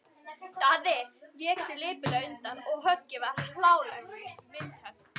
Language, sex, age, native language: Icelandic, female, 12, Icelandic